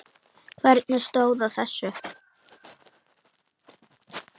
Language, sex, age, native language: Icelandic, female, 9, Icelandic